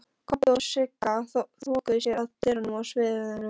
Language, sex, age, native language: Icelandic, female, 13, Polish